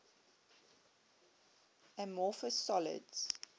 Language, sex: English, female